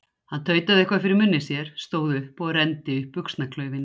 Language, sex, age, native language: Icelandic, female, 60-69, Icelandic